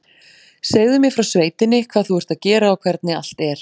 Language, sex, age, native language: Icelandic, female, 40-49, Icelandic